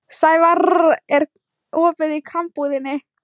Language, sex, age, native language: Icelandic, female, 13, Thai